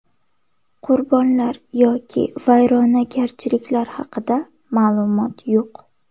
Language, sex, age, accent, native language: Uzbek, female, 18-24, Samarqand, Uzbek